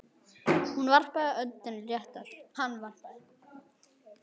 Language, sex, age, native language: Icelandic, male, 9, Icelandic